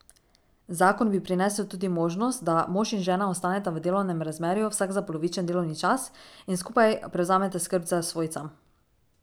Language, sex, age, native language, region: Slovenian, female, 18-29, Slovenian, Drava region